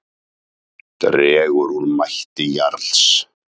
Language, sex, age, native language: Icelandic, male, 30-39, Icelandic